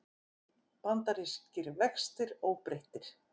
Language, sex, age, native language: Icelandic, female, 50-59, Icelandic